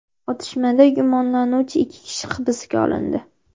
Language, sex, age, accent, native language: Uzbek, female, 12-17, Andijon, Uzbek